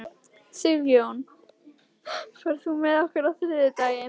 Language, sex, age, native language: Icelandic, female, 11, Icelandic